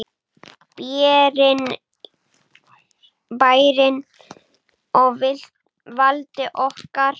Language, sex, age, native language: Icelandic, male, 9, Icelandic